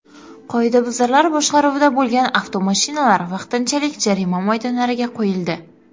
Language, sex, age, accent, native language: Uzbek, female, under 19, Qoraqalpog'iston, Karakalpak